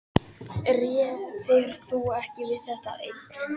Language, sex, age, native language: Icelandic, male, 12, Icelandic